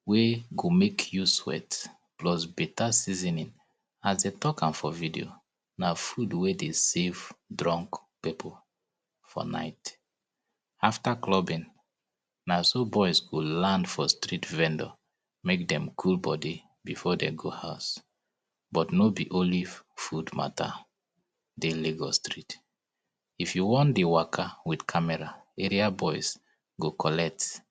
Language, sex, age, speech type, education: Nigerian Pidgin, male, 30-45, spontaneous, tertiary